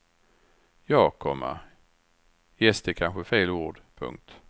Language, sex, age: Swedish, male, 61